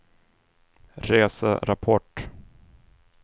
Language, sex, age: Swedish, male, 26